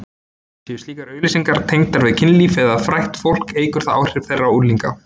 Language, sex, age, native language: Icelandic, male, 20-29, Icelandic